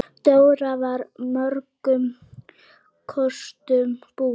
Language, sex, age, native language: Icelandic, female, 9, Icelandic